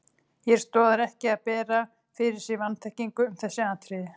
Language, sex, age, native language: Icelandic, female, 30-39, Icelandic